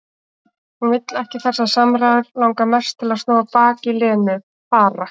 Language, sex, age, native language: Icelandic, female, 18-19, Icelandic